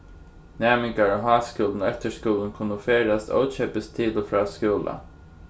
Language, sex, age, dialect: Faroese, male, 15-35, Suðurstreymoy